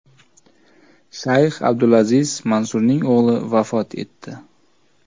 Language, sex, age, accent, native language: Uzbek, male, 18-24, Toshkent viloyati, Uzbek